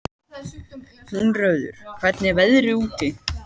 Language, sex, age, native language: Icelandic, male, 18-19, Icelandic